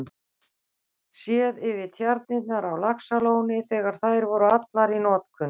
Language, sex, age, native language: Icelandic, female, 60-69, Icelandic